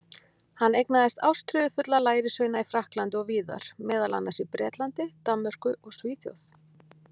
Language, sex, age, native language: Icelandic, female, 40-49, Icelandic